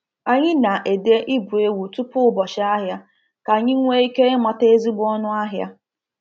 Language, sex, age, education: Igbo, female, 15-29, tertiary